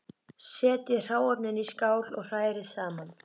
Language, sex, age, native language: Icelandic, female, 13, Icelandic